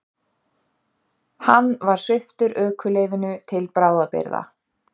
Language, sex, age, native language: Icelandic, female, 30-39, Icelandic